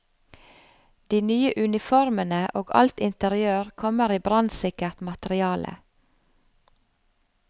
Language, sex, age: Norwegian, female, 45